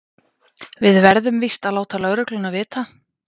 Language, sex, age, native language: Icelandic, female, 20-29, Icelandic